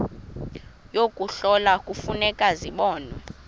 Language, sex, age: Xhosa, female, 20